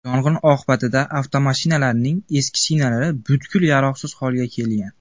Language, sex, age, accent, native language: Uzbek, male, 19-29, Andijon, Uzbek